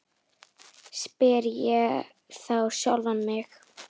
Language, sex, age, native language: Icelandic, female, 10, Icelandic